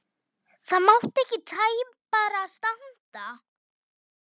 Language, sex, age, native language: Icelandic, female, 9, Icelandic